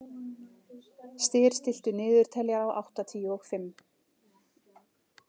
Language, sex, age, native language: Icelandic, female, 40-49, Icelandic